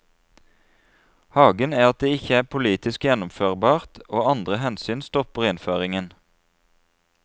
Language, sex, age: Norwegian, male, 33